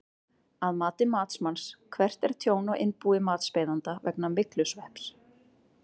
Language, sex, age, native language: Icelandic, female, 30-39, Icelandic